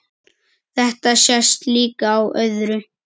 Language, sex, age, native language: Icelandic, male, 9, Icelandic